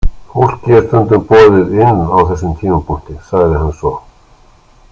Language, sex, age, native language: Icelandic, male, 60-69, Icelandic